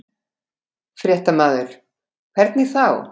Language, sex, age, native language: Icelandic, female, 50-59, Icelandic